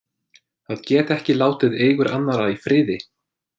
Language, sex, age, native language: Icelandic, male, 20-29, English